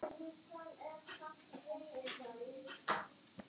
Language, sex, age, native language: Icelandic, male, 6, Icelandic